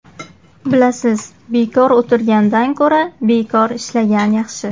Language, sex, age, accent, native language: Uzbek, female, 18-24, Qashqadaryo, Uzbek